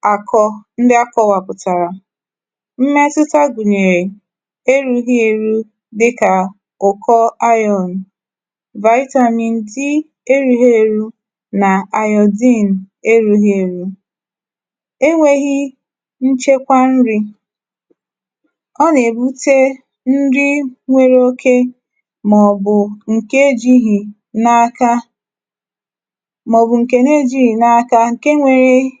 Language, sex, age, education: Igbo, female, 30-45, tertiary